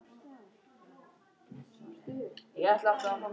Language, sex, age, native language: Icelandic, male, 18-19, Icelandic